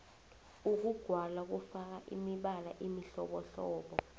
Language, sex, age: South Ndebele, female, 20